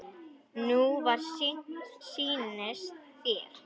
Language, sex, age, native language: Icelandic, female, 10, Icelandic